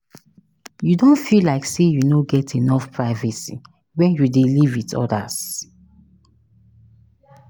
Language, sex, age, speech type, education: Nigerian Pidgin, female, 15-29, spontaneous, tertiary